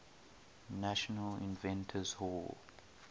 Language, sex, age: English, male, 18